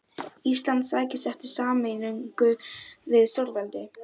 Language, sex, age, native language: Icelandic, female, 12, Icelandic